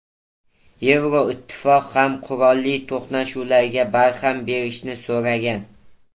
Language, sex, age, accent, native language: Uzbek, male, 18-24, Toshkent viloyati, Uzbek